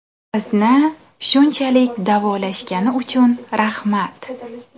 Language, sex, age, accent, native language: Uzbek, female, 19-29, Toshkent shahri, Uzbek